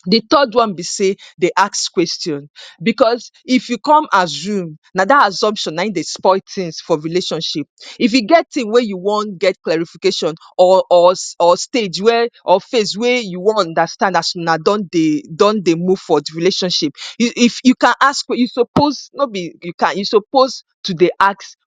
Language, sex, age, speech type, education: Nigerian Pidgin, female, 30-45, spontaneous, tertiary